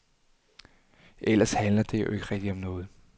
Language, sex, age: Danish, male, 39